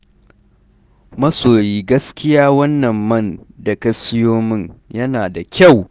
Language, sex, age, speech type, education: Hausa, male, 15-29, read, primary